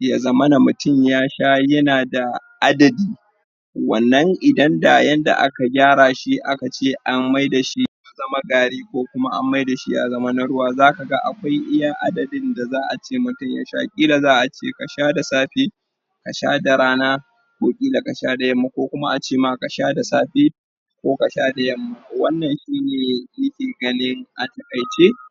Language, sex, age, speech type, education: Hausa, male, 30-45, spontaneous, tertiary